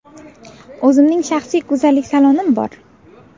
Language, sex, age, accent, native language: Uzbek, female, 19-29, Navoiy, Uzbek